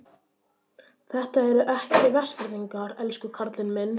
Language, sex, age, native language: Icelandic, male, 11, Icelandic